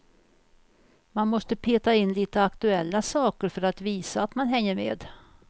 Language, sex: Swedish, female